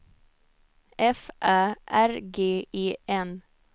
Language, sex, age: Swedish, female, 22